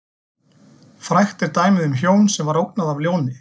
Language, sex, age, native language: Icelandic, male, 40-49, Icelandic